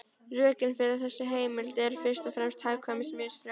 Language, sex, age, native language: Icelandic, female, 13, Icelandic